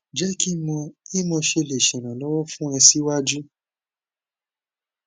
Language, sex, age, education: Yoruba, male, 15-29, tertiary